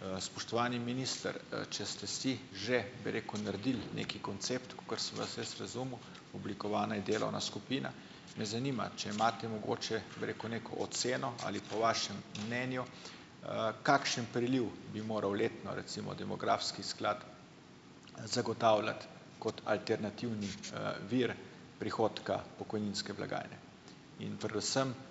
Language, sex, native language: Slovenian, male, Slovenian